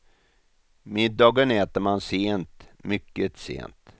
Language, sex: Swedish, male